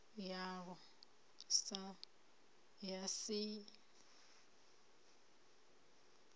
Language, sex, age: Venda, female, 30